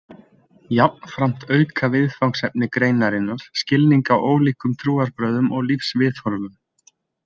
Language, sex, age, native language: Icelandic, male, 20-29, Icelandic